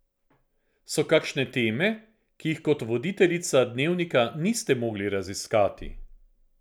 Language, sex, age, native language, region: Slovenian, male, 50-59, Slovenian, Central Slovenia